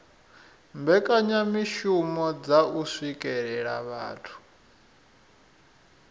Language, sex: Venda, male